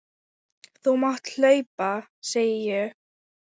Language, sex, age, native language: Icelandic, female, 10, Thai